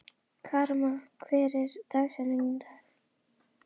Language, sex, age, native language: Icelandic, female, 11, Icelandic